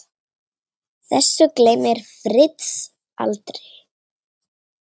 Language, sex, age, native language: Icelandic, female, 9, Icelandic